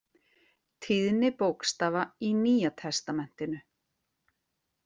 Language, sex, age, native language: Icelandic, female, 40-49, Icelandic